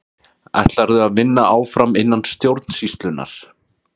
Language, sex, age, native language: Icelandic, male, 30-39, Icelandic